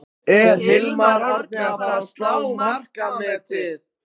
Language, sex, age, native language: Icelandic, female, 15, Icelandic